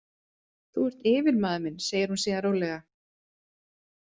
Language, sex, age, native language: Icelandic, female, 30-39, Icelandic